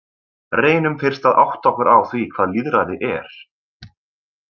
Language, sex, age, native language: Icelandic, male, 20-29, Icelandic